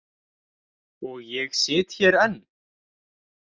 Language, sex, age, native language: Icelandic, male, 18-19, Icelandic